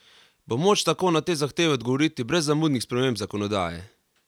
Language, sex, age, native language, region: Slovenian, male, 18-29, Slovenian, Carinthia region